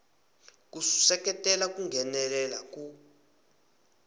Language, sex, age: Tsonga, male, 20